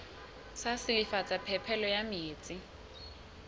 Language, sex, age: Southern Sotho, female, 20